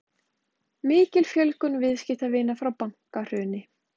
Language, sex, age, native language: Icelandic, female, 20-29, Icelandic